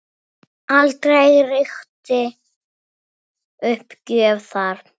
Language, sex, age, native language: Icelandic, female, 9, Icelandic